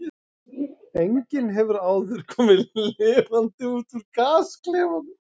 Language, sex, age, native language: Icelandic, male, 30-39, Icelandic